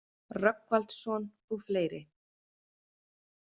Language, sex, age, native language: Icelandic, female, 30-39, Icelandic